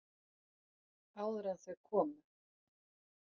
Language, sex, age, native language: Icelandic, female, 40-49, Icelandic